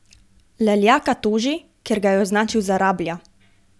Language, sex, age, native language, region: Slovenian, female, 18-29, Slovenian, Gorenjska region